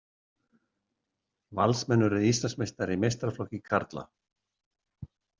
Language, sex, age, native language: Icelandic, male, 60-69, Icelandic